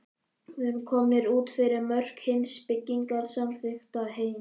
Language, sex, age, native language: Icelandic, male, 11, Icelandic